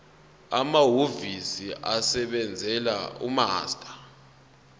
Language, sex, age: Zulu, male, 22